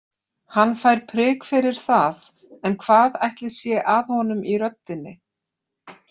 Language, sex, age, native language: Icelandic, female, 40-49, Icelandic